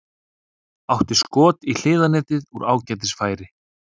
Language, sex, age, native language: Icelandic, male, 30-39, Icelandic